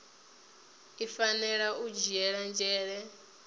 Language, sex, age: Venda, female, 20